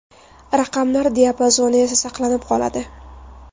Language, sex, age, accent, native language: Uzbek, female, 19-29, Toshkent viloyati, Uzbek